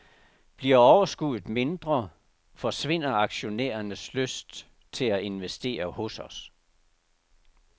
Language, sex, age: Danish, male, 69